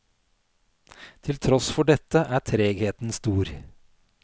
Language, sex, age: Norwegian, male, 46